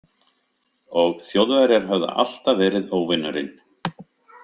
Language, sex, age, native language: Icelandic, male, 50-59, Icelandic